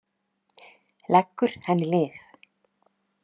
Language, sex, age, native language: Icelandic, female, 30-39, Icelandic